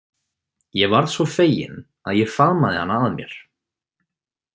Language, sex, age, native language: Icelandic, male, 20-29, Icelandic